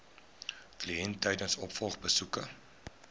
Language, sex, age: Afrikaans, male, 19